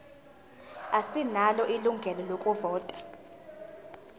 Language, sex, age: Zulu, female, 19